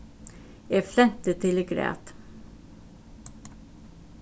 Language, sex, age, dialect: Faroese, female, 36-60, Suðurstreymoy